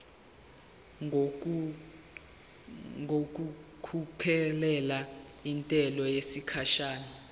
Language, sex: Zulu, male